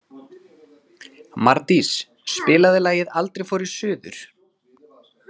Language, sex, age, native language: Icelandic, male, 30-39, Icelandic